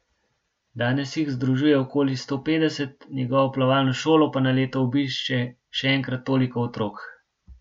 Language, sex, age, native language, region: Slovenian, male, 18-29, Slovenian, Gorenjska region